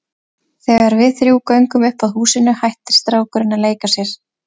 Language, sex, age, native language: Icelandic, female, 20-29, Icelandic